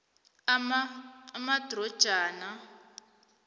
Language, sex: South Ndebele, female